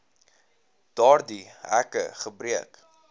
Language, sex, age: Afrikaans, male, 19